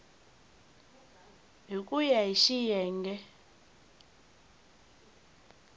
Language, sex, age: Tsonga, female, 20